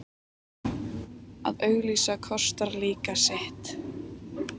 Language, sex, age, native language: Icelandic, female, 18-19, Icelandic